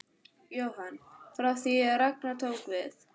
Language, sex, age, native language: Icelandic, female, 15, Icelandic